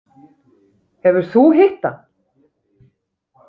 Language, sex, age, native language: Icelandic, female, 30-39, Icelandic